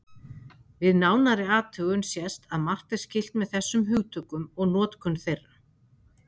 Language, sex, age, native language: Icelandic, female, 50-59, Icelandic